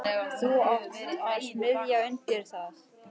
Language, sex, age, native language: Icelandic, male, 11, Icelandic